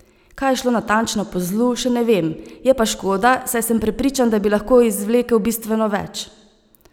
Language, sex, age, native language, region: Slovenian, female, 30-49, Slovenian, Savinja region